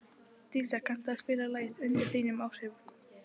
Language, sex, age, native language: Icelandic, female, 11, Icelandic